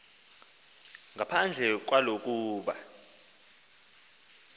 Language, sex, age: Xhosa, male, 19